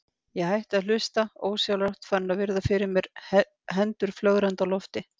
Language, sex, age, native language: Icelandic, female, 50-59, Icelandic